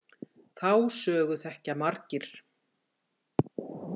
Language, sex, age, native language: Icelandic, female, 60-69, Icelandic